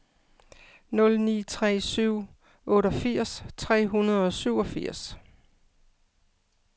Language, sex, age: Danish, female, 55